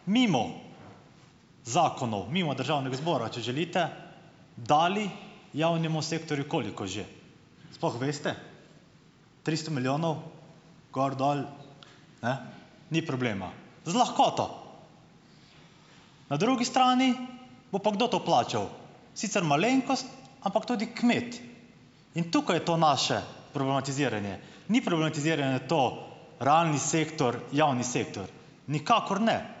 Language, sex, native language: Slovenian, male, Slovenian